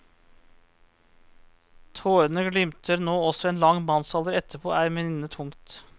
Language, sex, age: Norwegian, male, 34